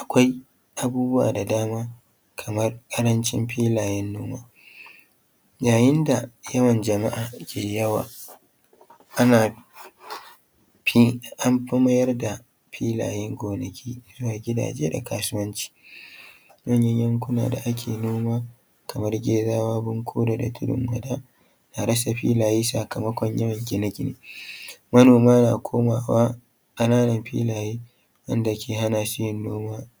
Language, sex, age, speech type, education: Hausa, male, 30-45, spontaneous, tertiary